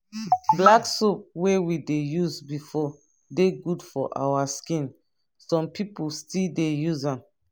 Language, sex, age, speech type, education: Nigerian Pidgin, female, 30-45, spontaneous, tertiary